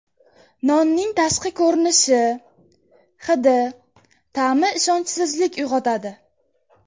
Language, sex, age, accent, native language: Uzbek, female, 12-17, Jizzax, Uzbek